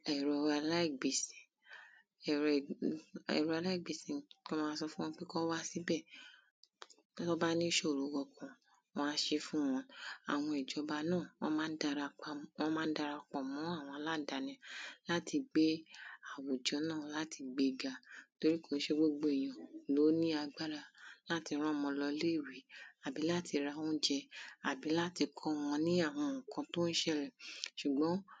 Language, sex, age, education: Yoruba, male, 30-45, primary